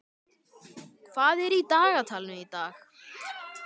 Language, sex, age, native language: Icelandic, male, 12, Icelandic